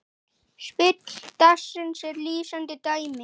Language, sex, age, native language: Icelandic, male, 9, Icelandic